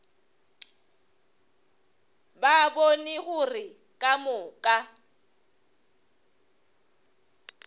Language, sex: Northern Sotho, female